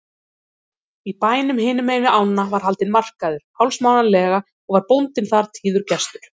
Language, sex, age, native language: Icelandic, female, 30-39, Icelandic